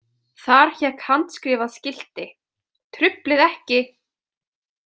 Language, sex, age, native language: Icelandic, female, 20-29, Icelandic